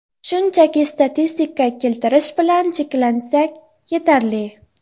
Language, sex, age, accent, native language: Uzbek, female, 12-17, Jizzax, Uzbek